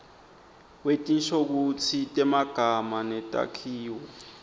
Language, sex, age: Swati, male, 20